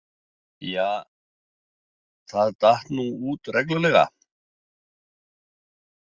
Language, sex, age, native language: Icelandic, male, 60-69, Icelandic